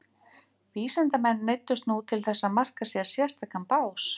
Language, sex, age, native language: Icelandic, female, 50-59, Icelandic